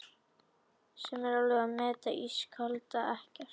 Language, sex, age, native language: Icelandic, female, 18-19, Icelandic